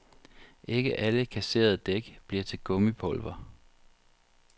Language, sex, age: Danish, male, 40